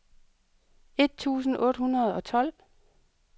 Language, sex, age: Danish, female, 38